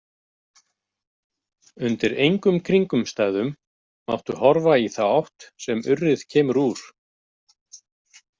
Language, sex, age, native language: Icelandic, male, 50-59, Icelandic